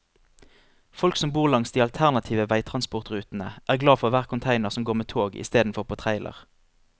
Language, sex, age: Norwegian, male, 25